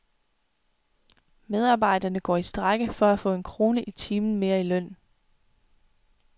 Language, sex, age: Danish, female, 24